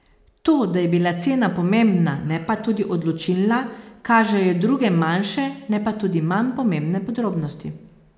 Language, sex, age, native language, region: Slovenian, female, 50-59, Slovenian, Posavska region